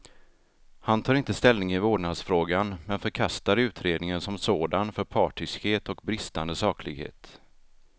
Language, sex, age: Swedish, male, 33